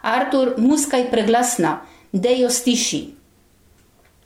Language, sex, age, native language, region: Slovenian, female, 60+, Slovenian, Gorenjska region